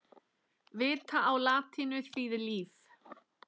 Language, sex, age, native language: Icelandic, female, 10, Icelandic